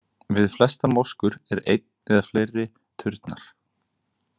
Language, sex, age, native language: Icelandic, male, 20-29, Icelandic